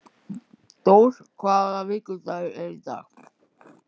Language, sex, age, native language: Icelandic, male, 14, Icelandic